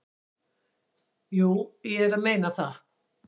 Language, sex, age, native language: Icelandic, female, 60-69, Icelandic